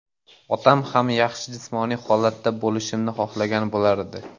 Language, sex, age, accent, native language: Uzbek, male, 18-24, Andijon, Uzbek